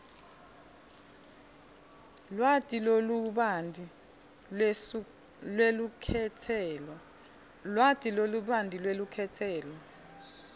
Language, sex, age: Swati, female, 26